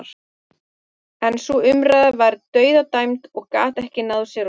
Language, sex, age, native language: Icelandic, female, 30-39, Icelandic